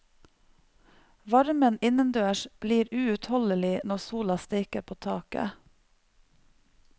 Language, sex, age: Norwegian, female, 45